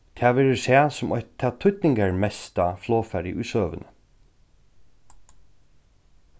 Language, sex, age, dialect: Faroese, male, 36-60, Norðurstreymoy/Eysturoy